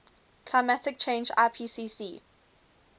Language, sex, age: English, female, 21